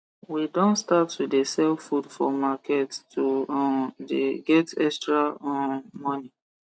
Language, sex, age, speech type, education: Nigerian Pidgin, male, 15-29, spontaneous, tertiary